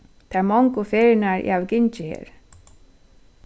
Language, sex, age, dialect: Faroese, female, 36-60, Suðurstreymoy